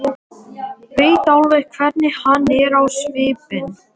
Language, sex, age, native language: Icelandic, male, 18-19, Latvian